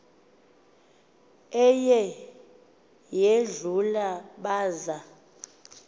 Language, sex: Xhosa, female